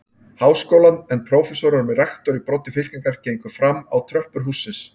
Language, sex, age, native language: Icelandic, male, 30-39, Icelandic